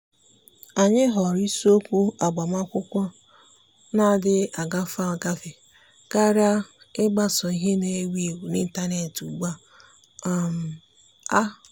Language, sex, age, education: Igbo, female, 15-29, tertiary